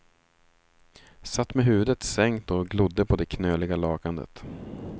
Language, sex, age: Swedish, male, 36